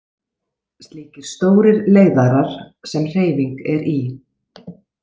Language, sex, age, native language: Icelandic, female, 40-49, Icelandic